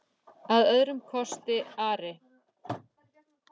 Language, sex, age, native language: Icelandic, female, 8, Icelandic